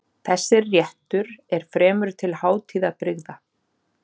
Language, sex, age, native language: Icelandic, female, 40-49, Icelandic